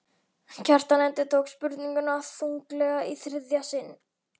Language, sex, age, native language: Icelandic, male, 11, Icelandic